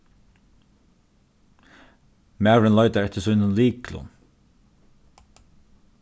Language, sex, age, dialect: Faroese, male, 36-60, Norðurstreymoy/Eysturoy